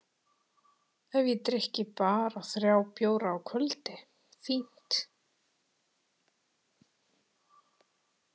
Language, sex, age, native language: Icelandic, female, 30-39, Icelandic